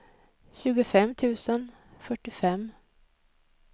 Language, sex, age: Swedish, female, 56